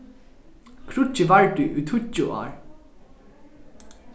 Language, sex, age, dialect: Faroese, male, 15-35, Norðurstreymoy/Eysturoy